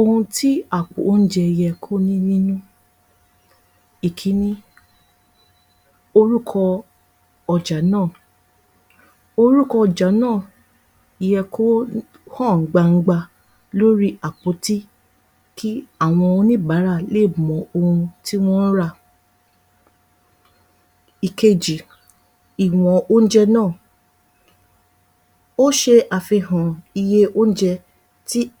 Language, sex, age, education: Yoruba, female, 30-45, tertiary